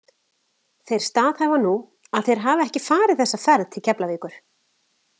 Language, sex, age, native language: Icelandic, female, 40-49, Icelandic